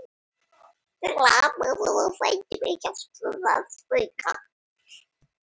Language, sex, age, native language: Icelandic, female, 30-39, Icelandic